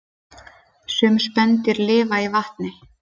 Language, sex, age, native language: Icelandic, female, 30-39, Icelandic